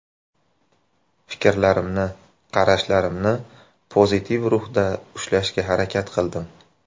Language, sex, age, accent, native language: Uzbek, male, 18-24, Navoiy, Uzbek